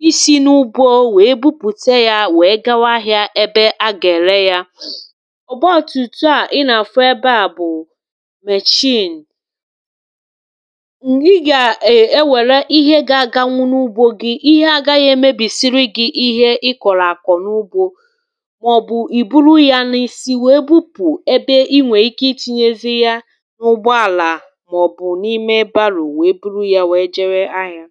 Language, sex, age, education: Igbo, female, 30-45, tertiary